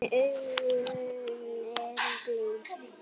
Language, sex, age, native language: Icelandic, female, 8, Icelandic